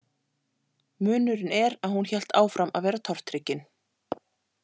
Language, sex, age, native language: Icelandic, female, 40-49, Icelandic